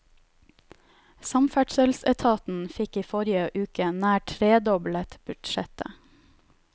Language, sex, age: Norwegian, female, 31